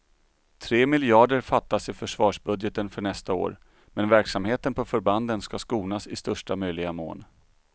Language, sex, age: Swedish, male, 39